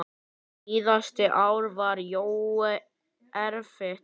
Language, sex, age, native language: Icelandic, male, 9, Icelandic